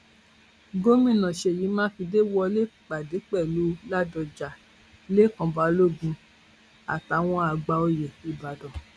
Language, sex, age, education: Yoruba, female, 46-60, tertiary